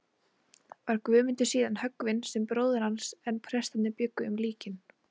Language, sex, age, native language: Icelandic, female, 40-49, Icelandic